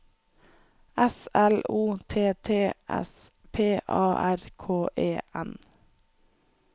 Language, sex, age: Norwegian, female, 24